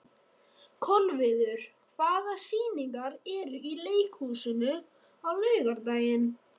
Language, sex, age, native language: Icelandic, male, 13, Icelandic